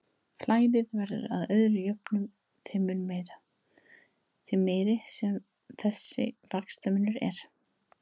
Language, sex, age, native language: Icelandic, female, 30-39, Icelandic